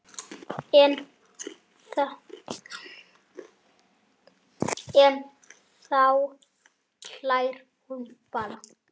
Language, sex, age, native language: Icelandic, male, 7, Icelandic